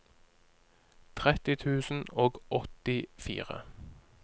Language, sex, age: Norwegian, male, 30